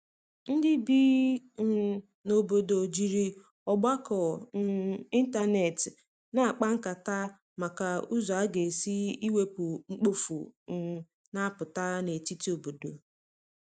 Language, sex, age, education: Igbo, female, 30-45, tertiary